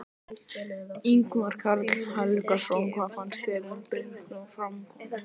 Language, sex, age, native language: Icelandic, male, 11, Icelandic